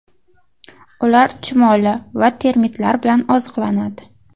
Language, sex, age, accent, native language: Uzbek, female, 19-29, Farg'ona, Uzbek